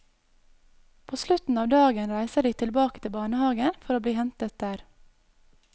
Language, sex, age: Norwegian, female, 22